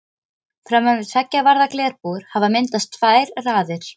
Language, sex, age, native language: Icelandic, female, 13, Icelandic